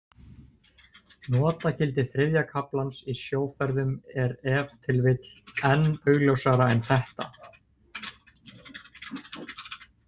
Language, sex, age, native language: Icelandic, male, 20-29, Icelandic